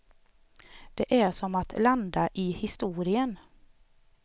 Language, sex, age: Swedish, female, 38